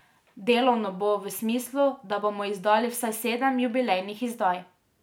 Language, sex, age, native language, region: Slovenian, female, 18-29, Slovenian, Drava region